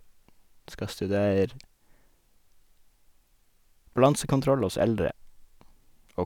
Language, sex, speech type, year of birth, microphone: Norwegian, male, spontaneous, 1981, Sennheiser